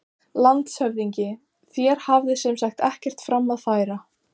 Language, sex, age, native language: Icelandic, female, 14, Icelandic